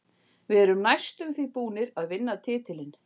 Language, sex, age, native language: Icelandic, female, 40-49, Icelandic